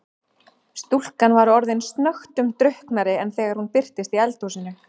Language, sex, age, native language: Icelandic, female, 30-39, Icelandic